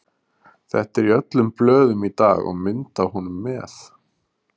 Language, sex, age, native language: Icelandic, male, 30-39, Icelandic